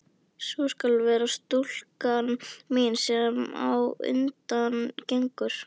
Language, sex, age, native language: Icelandic, female, 11, Icelandic